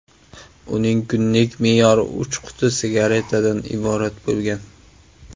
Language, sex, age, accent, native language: Uzbek, male, 19-29, Samarqand, Uzbek